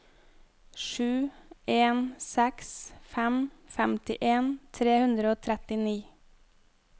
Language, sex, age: Norwegian, female, 25